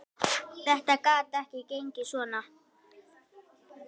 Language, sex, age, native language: Icelandic, female, 8, Icelandic